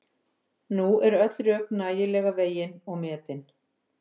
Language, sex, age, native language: Icelandic, female, 50-59, Icelandic